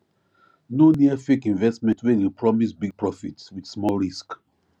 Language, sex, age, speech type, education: Nigerian Pidgin, male, 30-45, spontaneous, tertiary